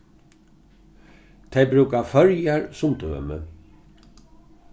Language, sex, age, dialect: Faroese, male, 61+, Norðurstreymoy/Eysturoy